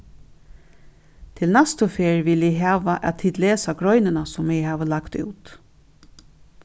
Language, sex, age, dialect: Faroese, female, 36-60, Norðuroyggjar